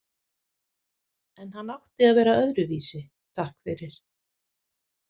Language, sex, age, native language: Icelandic, female, 50-59, Icelandic